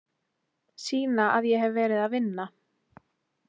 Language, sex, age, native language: Icelandic, female, 20-29, Icelandic